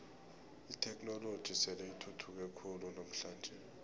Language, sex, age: South Ndebele, male, 20